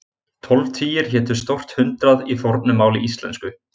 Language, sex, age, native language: Icelandic, male, 20-29, Icelandic